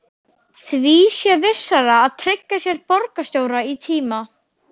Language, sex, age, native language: Icelandic, male, 12, Icelandic